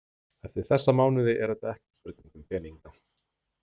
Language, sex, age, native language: Icelandic, male, 40-49, Icelandic